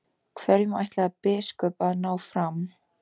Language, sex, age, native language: Icelandic, female, 18-19, Icelandic